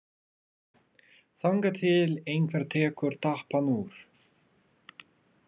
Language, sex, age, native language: Icelandic, male, 30-39, Russian